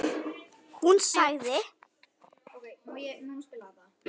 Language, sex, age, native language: Icelandic, female, 10, Icelandic